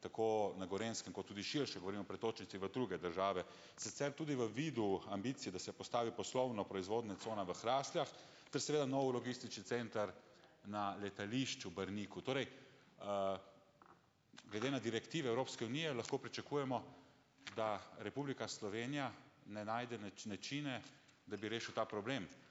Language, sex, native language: Slovenian, male, Slovenian